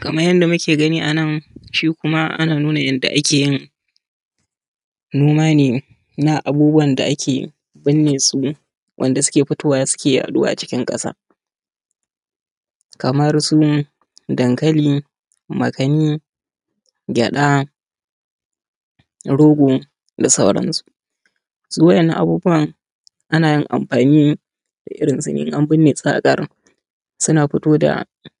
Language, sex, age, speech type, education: Hausa, male, 30-45, spontaneous, tertiary